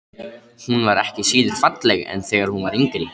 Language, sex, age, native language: Icelandic, male, 13, Icelandic